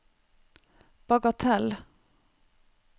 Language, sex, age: Norwegian, female, 45